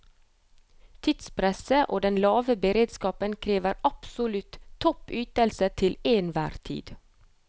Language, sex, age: Norwegian, female, 30